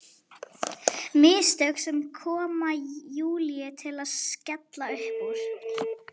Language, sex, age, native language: Icelandic, female, 11, Icelandic